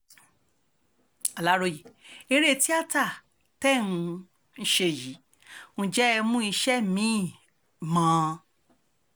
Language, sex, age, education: Yoruba, female, 30-45, tertiary